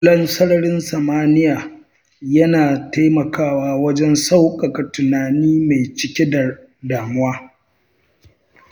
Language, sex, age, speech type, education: Hausa, male, 60+, read, tertiary